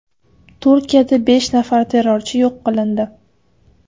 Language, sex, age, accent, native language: Uzbek, female, 25-34, Qashqadaryo, Uzbek